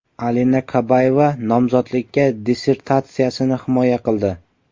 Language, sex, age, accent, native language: Uzbek, male, 12-17, Qashqadaryo, Uzbek